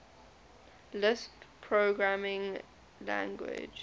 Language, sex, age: English, female, 20